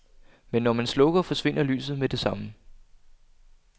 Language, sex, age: Danish, male, 25